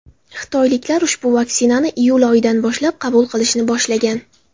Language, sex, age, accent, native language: Uzbek, female, 18-24, Xorazm, Uzbek